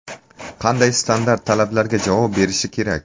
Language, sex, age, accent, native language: Uzbek, male, 18-24, Samarqand, Uzbek